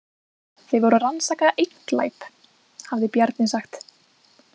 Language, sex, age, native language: Icelandic, female, 20-29, Icelandic